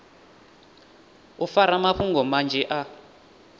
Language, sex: Venda, male